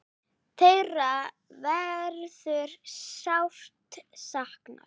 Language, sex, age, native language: Icelandic, female, 8, Icelandic